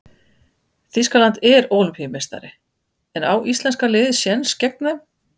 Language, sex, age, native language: Icelandic, female, 50-59, Icelandic